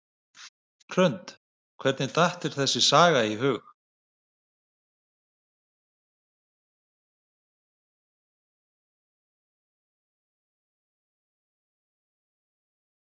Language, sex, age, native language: Icelandic, male, 50-59, Icelandic